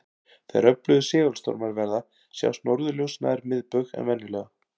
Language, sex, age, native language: Icelandic, male, 40-49, Icelandic